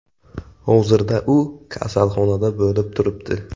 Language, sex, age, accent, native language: Uzbek, male, 18-24, Samarqand, Uzbek